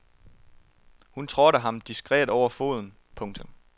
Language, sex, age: Danish, male, 23